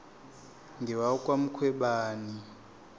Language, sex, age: South Ndebele, male, 26